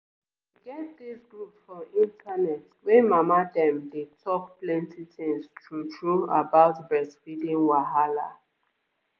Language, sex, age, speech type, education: Nigerian Pidgin, female, 15-29, spontaneous, tertiary